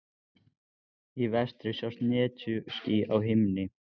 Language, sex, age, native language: Icelandic, male, 14, Icelandic